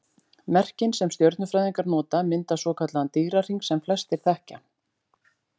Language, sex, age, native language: Icelandic, female, 40-49, Icelandic